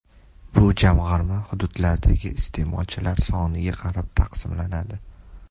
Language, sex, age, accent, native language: Uzbek, male, 18-24, Toshkent shahri, Uzbek